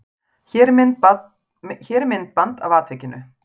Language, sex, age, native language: Icelandic, female, 40-49, Icelandic